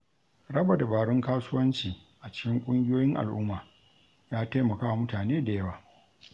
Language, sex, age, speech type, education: Hausa, male, 60+, read, tertiary